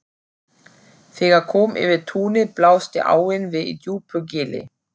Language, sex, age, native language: Icelandic, female, 40-49, German